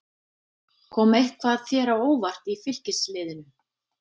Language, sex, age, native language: Icelandic, female, 50-59, Icelandic